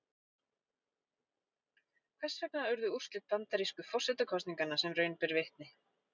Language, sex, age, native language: Icelandic, female, 40-49, Icelandic